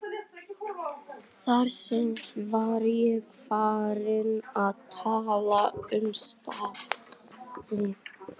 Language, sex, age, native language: Icelandic, male, 18-19, English